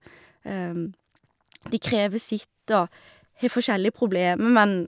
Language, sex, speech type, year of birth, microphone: Norwegian, female, spontaneous, 1991, Shure